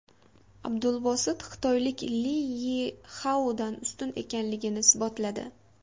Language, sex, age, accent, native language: Uzbek, female, 18-24, Farg'ona, Uzbek